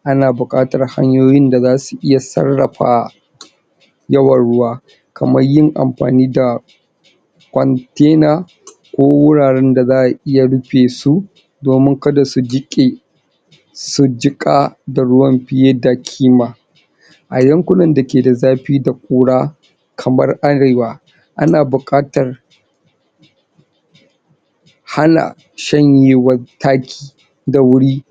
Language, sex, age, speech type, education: Hausa, male, 46-60, spontaneous, tertiary